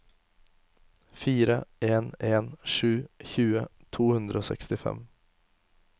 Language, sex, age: Norwegian, male, 24